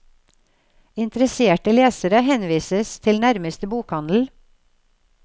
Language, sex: Norwegian, female